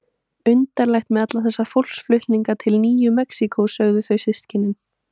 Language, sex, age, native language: Icelandic, female, 18-19, Icelandic